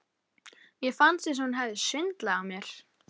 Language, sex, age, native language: Icelandic, female, 11, Icelandic